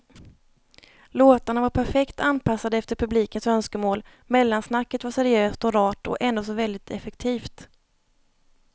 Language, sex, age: Swedish, female, 30